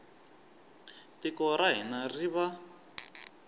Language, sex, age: Tsonga, male, 23